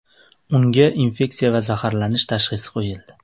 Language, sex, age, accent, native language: Uzbek, male, 25-34, Andijon, Uzbek